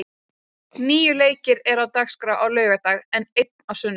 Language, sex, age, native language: Icelandic, female, 20-29, Icelandic